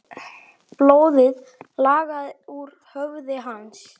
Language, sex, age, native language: Icelandic, male, 8, Icelandic